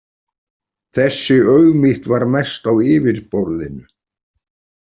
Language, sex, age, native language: Icelandic, male, 40-49, Icelandic